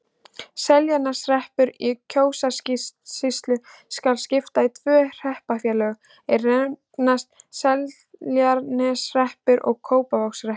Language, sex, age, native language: Icelandic, female, 16, Icelandic